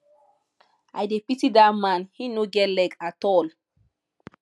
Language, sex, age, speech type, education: Nigerian Pidgin, female, 15-29, spontaneous, tertiary